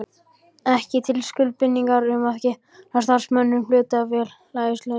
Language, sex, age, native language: Icelandic, male, 12, Icelandic